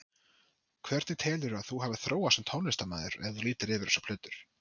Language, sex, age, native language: Icelandic, male, 30-39, Icelandic